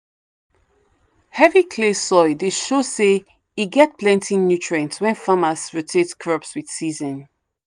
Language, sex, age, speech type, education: Nigerian Pidgin, female, 30-45, spontaneous, tertiary